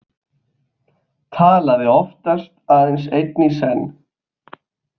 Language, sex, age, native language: Icelandic, male, 20-29, Icelandic